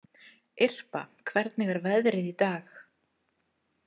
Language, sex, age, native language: Icelandic, female, 40-49, Icelandic